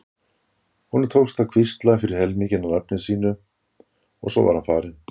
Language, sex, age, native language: Icelandic, male, 60-69, Icelandic